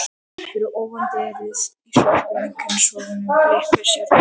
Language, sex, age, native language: Icelandic, male, 13, Icelandic